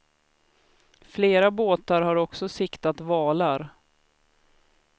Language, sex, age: Swedish, female, 33